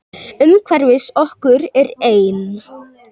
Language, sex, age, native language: Icelandic, male, 18-19, Icelandic